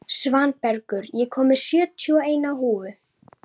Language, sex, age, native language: Icelandic, female, 11, Icelandic